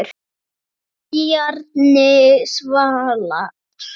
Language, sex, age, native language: Icelandic, female, 9, Icelandic